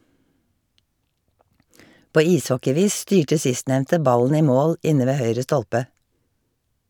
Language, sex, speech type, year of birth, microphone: Norwegian, female, read, 1951, Shure